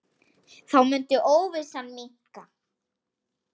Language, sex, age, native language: Icelandic, female, 8, Icelandic